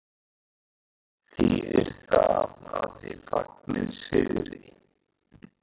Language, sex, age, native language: Icelandic, male, 20-29, Icelandic